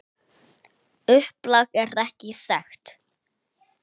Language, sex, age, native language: Icelandic, male, 8, Icelandic